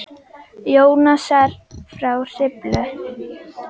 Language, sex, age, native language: Icelandic, female, 10, Icelandic